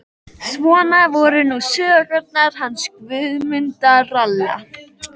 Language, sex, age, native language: Icelandic, male, 13, Icelandic